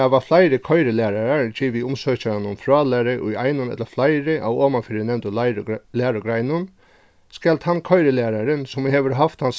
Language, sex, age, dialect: Faroese, male, 36-60, Suðurstreymoy